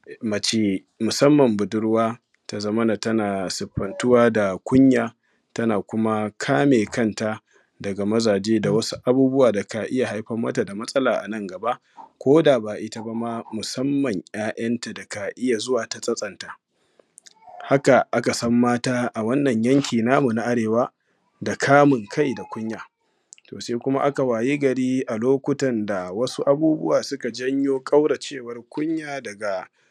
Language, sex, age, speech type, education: Hausa, male, 15-29, spontaneous, primary